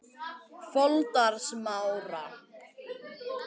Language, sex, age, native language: Icelandic, male, 18-19, Icelandic